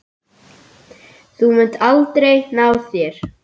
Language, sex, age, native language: Icelandic, male, 8, Icelandic